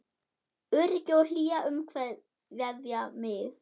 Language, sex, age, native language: Icelandic, female, 8, German